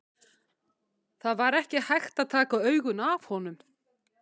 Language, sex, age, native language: Icelandic, female, 50-59, Icelandic